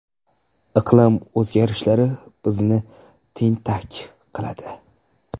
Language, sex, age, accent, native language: Uzbek, male, 18-24, Jizzax, Uzbek